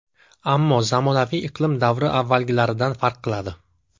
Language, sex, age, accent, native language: Uzbek, male, 25-34, Jizzax, Uzbek